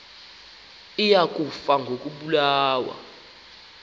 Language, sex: Xhosa, male